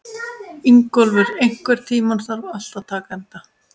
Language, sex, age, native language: Icelandic, female, 20-29, Icelandic